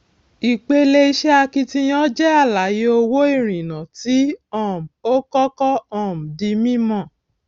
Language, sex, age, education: Yoruba, female, 46-60, tertiary